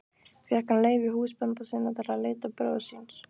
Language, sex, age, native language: Icelandic, female, 15, Icelandic